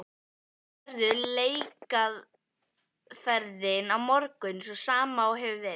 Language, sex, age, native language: Icelandic, female, 11, Icelandic